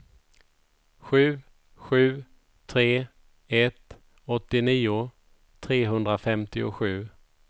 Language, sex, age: Swedish, male, 51